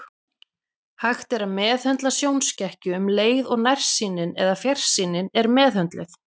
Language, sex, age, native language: Icelandic, female, 40-49, Icelandic